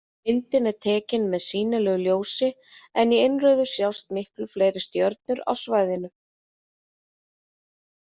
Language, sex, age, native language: Icelandic, female, 30-39, Icelandic